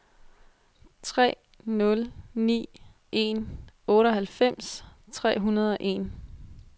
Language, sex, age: Danish, female, 22